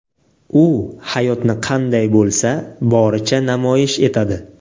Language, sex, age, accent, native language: Uzbek, male, 18-24, Navoiy, Uzbek